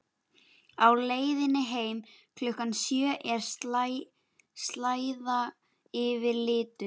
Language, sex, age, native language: Icelandic, female, 11, Icelandic